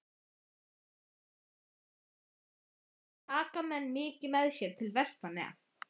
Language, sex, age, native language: Icelandic, female, 11, Icelandic